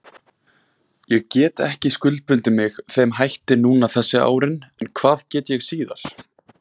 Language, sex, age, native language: Icelandic, male, 20-29, Icelandic